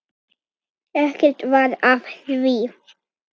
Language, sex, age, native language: Icelandic, female, 9, Icelandic